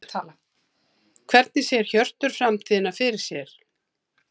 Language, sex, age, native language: Icelandic, female, 70-79, Icelandic